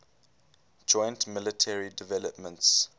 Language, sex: English, male